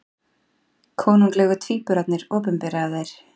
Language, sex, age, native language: Icelandic, female, 40-49, Icelandic